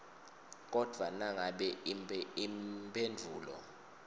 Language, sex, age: Swati, male, 22